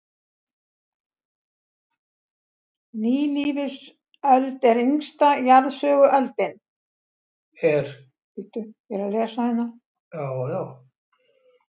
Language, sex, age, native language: Icelandic, female, 60-69, Icelandic